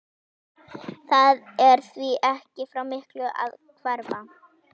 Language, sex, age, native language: Icelandic, female, 11, Icelandic